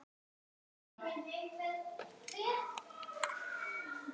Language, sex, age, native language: Icelandic, female, 9, Icelandic